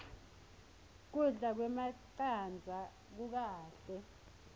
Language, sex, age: Swati, female, 21